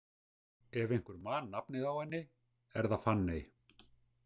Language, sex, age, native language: Icelandic, male, 60-69, Icelandic